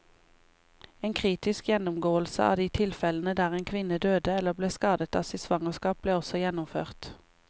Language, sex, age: Norwegian, female, 28